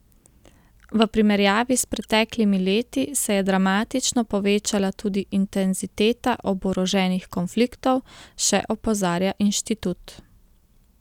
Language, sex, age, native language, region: Slovenian, female, 30-49, Slovenian, Central Slovenia